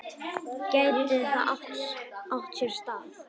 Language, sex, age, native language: Icelandic, male, 10, Icelandic